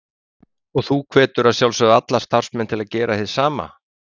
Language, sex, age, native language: Icelandic, male, 50-59, Icelandic